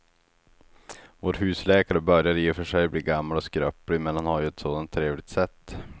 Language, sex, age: Swedish, male, 36